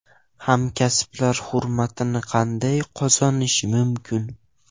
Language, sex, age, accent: Uzbek, male, 12-17, Toshkent viloyati